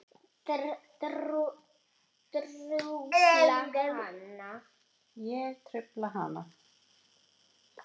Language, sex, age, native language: Icelandic, female, 6, Icelandic